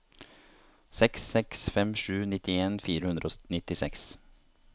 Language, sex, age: Norwegian, male, 30